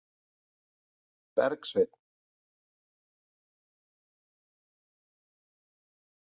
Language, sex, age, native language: Icelandic, male, 40-49, Icelandic